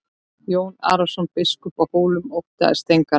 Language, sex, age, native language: Icelandic, female, 13, Icelandic